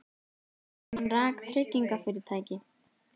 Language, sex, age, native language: Icelandic, female, 18-19, Icelandic